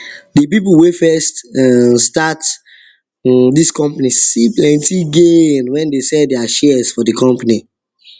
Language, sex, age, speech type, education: Nigerian Pidgin, male, 15-29, spontaneous, tertiary